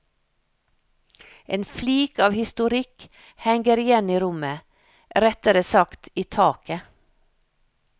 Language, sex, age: Norwegian, female, 56